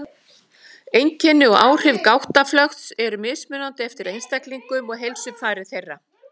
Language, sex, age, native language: Icelandic, female, 60-69, Icelandic